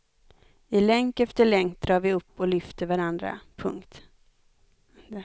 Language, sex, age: Swedish, female, 25